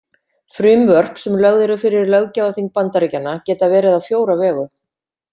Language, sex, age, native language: Icelandic, female, 50-59, Icelandic